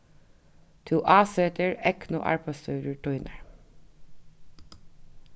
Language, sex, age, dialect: Faroese, female, 36-60, Norðuroyggjar